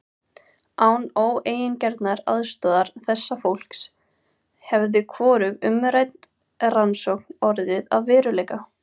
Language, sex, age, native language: Icelandic, female, 18-19, Icelandic